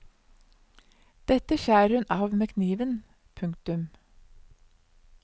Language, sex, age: Norwegian, female, 59